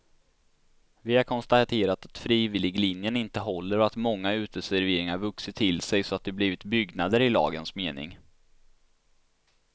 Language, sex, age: Swedish, male, 16